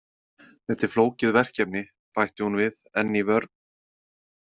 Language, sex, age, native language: Icelandic, male, 30-39, Icelandic